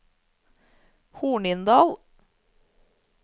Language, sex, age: Norwegian, female, 30